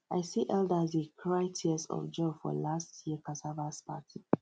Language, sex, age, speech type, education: Nigerian Pidgin, female, 30-45, spontaneous, tertiary